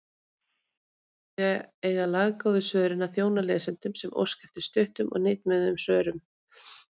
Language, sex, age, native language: Icelandic, female, 30-39, Icelandic